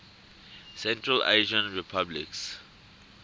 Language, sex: English, male